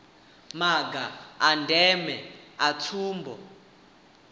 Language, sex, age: Venda, male, 18